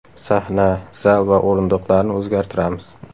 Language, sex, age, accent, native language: Uzbek, male, 18-24, Samarqand, Uzbek